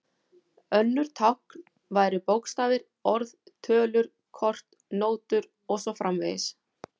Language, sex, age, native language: Icelandic, female, 40-49, Icelandic